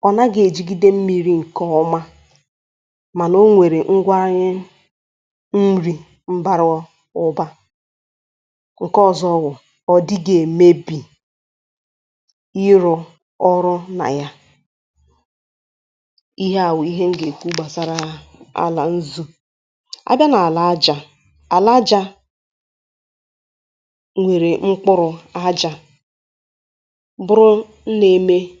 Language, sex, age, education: Igbo, female, 15-29, tertiary